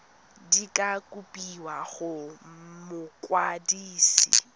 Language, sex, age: Tswana, female, 19